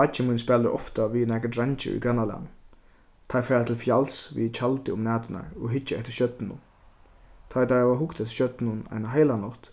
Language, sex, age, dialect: Faroese, male, 15-35, Suðurstreymoy